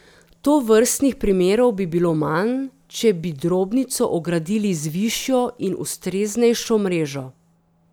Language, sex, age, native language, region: Slovenian, female, 30-49, Slovenian, Drava region